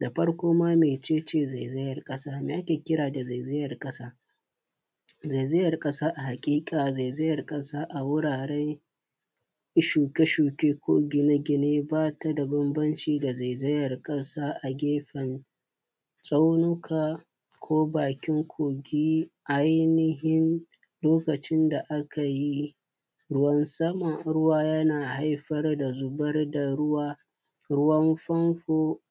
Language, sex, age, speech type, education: Hausa, male, 15-29, spontaneous, primary